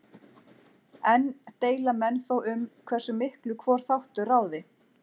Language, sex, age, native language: Icelandic, female, 40-49, Icelandic